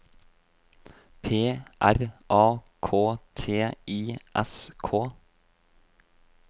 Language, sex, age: Norwegian, male, 26